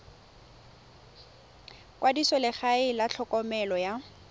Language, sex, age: Tswana, female, 21